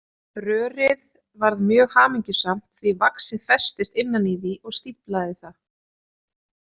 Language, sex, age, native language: Icelandic, female, 30-39, Icelandic